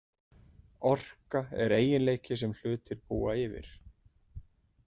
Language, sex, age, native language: Icelandic, male, 40-49, Icelandic